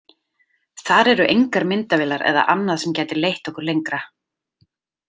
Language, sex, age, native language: Icelandic, female, 30-39, Icelandic